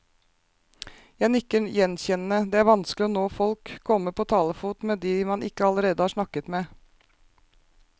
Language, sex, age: Norwegian, female, 36